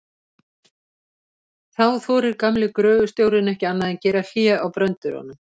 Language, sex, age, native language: Icelandic, female, 70-79, Icelandic